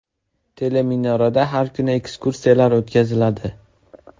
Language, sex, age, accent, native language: Uzbek, male, 18-24, Andijon, Uzbek